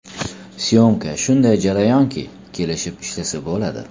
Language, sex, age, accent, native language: Uzbek, male, 35+, Toshkent shahri, Uzbek